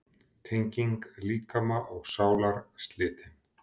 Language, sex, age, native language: Icelandic, female, 10, Icelandic